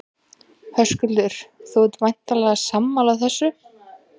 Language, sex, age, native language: Icelandic, female, 20-29, Icelandic